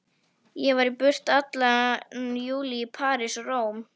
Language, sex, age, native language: Icelandic, female, 11, Icelandic